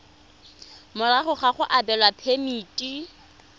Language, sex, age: Tswana, female, 25